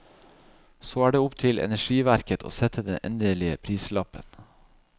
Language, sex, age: Norwegian, male, 37